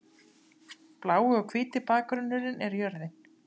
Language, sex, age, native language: Icelandic, female, 30-39, Icelandic